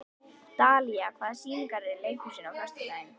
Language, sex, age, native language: Icelandic, female, 11, Icelandic